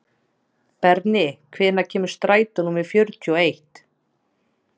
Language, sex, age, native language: Icelandic, female, 30-39, Icelandic